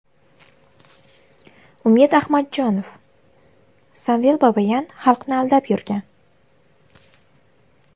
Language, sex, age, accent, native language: Uzbek, female, 18-24, Navoiy, Uzbek